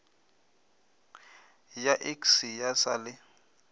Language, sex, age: Northern Sotho, male, 25